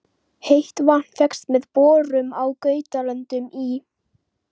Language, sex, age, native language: Icelandic, female, 11, Icelandic